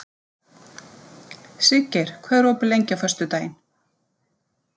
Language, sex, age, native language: Icelandic, female, 50-59, Icelandic